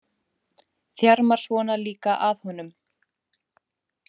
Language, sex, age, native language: Icelandic, female, 20-29, Icelandic